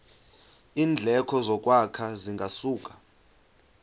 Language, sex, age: Xhosa, male, 35